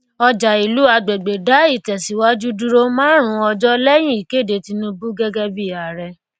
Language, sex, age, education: Yoruba, female, 15-29, tertiary